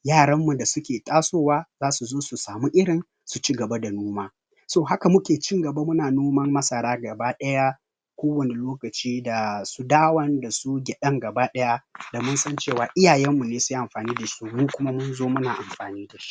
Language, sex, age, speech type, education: Hausa, male, 30-45, spontaneous, tertiary